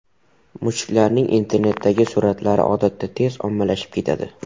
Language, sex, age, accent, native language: Uzbek, male, 12-17, Qoraqalpog'iston, Uzbek